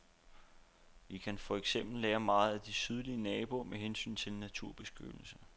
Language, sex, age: Danish, male, 29